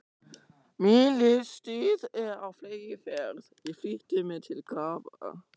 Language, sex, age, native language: Icelandic, male, 14, German